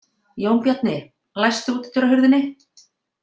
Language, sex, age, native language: Icelandic, female, 50-59, Icelandic